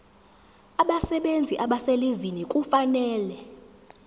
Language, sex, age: Zulu, female, 17